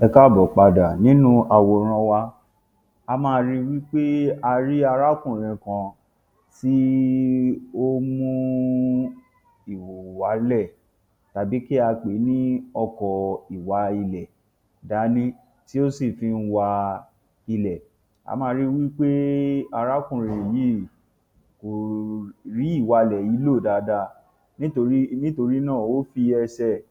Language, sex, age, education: Yoruba, male, 30-45, tertiary